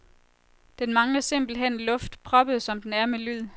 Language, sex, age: Danish, female, 23